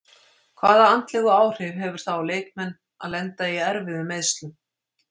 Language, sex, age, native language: Icelandic, female, 50-59, Icelandic